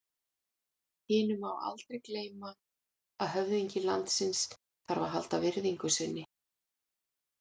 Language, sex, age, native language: Icelandic, female, 40-49, Icelandic